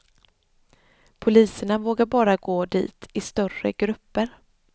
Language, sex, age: Swedish, female, 26